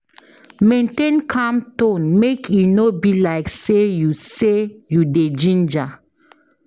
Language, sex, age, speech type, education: Nigerian Pidgin, female, 15-29, spontaneous, tertiary